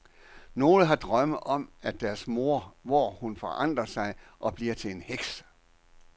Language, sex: Danish, male